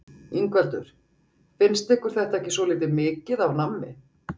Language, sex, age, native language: Icelandic, female, 40-49, Icelandic